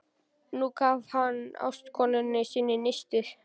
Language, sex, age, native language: Icelandic, male, 11, Icelandic